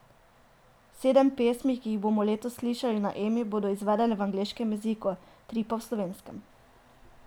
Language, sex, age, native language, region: Slovenian, female, 18-29, Slovenian, Drava region